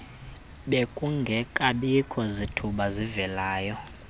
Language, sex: Xhosa, male